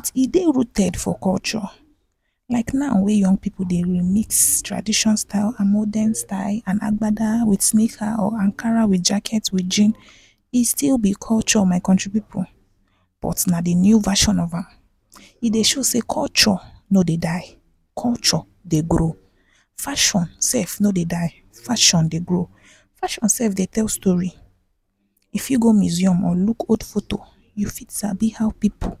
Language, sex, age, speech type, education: Nigerian Pidgin, female, 15-29, spontaneous, tertiary